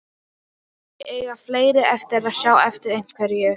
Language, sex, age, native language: Icelandic, female, 12, Icelandic